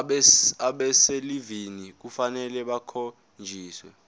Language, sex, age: Zulu, male, 20